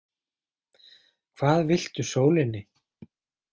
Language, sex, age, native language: Icelandic, male, 40-49, Icelandic